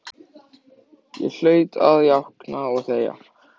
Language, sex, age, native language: Icelandic, male, 14, Icelandic